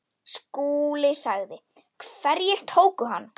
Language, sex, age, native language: Icelandic, female, 10, Icelandic